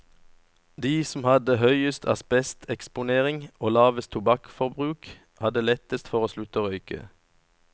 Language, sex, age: Norwegian, male, 37